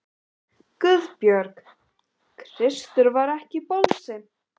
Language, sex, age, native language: Icelandic, other, 18-19, Icelandic